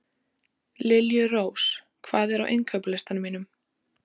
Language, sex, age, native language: Icelandic, female, 14, Icelandic